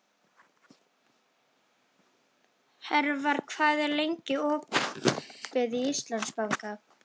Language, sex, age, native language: Icelandic, female, 12, Icelandic